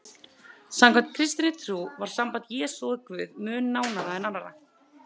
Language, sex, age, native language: Icelandic, female, 30-39, Icelandic